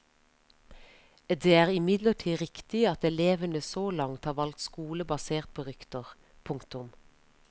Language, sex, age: Norwegian, female, 33